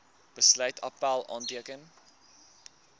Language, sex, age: Afrikaans, male, 19